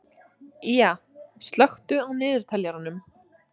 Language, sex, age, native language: Icelandic, female, 20-29, Icelandic